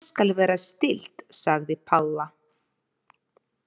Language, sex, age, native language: Icelandic, female, 30-39, Ukrainian